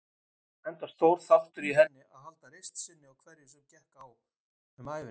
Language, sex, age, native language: Icelandic, male, 50-59, Icelandic